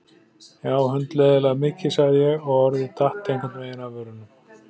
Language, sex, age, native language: Icelandic, male, 40-49, Icelandic